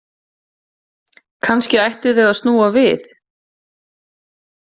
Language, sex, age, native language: Icelandic, female, 40-49, Icelandic